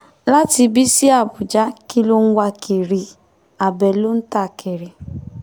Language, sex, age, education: Yoruba, male, 15-29, tertiary